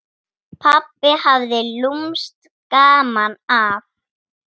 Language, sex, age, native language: Icelandic, female, 9, Icelandic